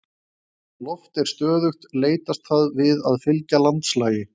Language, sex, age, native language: Icelandic, male, 20-29, Icelandic